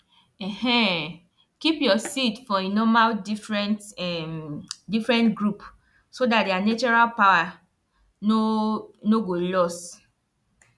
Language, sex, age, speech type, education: Nigerian Pidgin, female, 15-29, spontaneous, tertiary